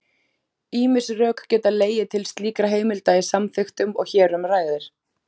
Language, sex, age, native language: Icelandic, female, 30-39, Icelandic